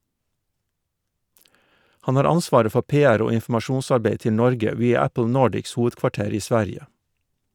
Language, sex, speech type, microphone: Norwegian, male, read, Shure